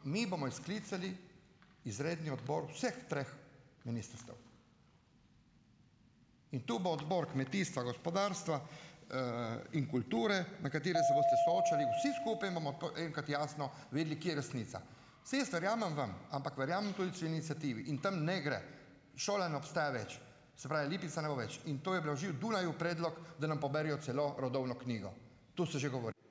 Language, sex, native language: Slovenian, male, Slovenian